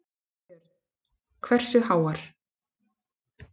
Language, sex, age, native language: Icelandic, female, 30-39, Icelandic